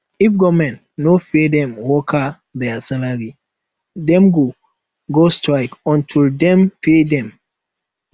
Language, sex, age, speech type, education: Nigerian Pidgin, male, 15-29, spontaneous, tertiary